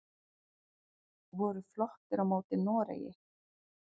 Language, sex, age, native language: Icelandic, female, 40-49, Icelandic